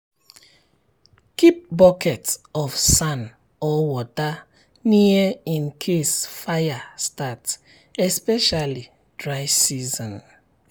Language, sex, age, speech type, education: Nigerian Pidgin, male, 30-45, spontaneous, tertiary